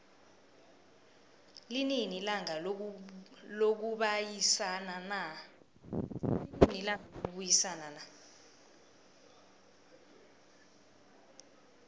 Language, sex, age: South Ndebele, female, 19